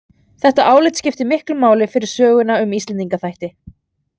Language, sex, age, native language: Icelandic, female, 30-39, Icelandic